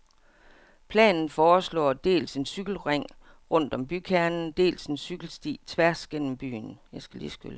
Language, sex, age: Danish, female, 57